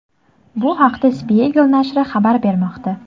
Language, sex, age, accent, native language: Uzbek, female, 18-24, Toshkent shahri, Uzbek